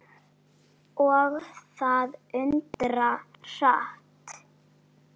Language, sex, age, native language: Icelandic, female, 9, Icelandic